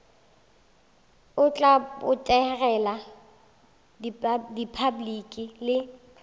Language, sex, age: Northern Sotho, female, 19